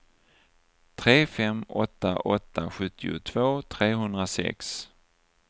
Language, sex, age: Swedish, male, 49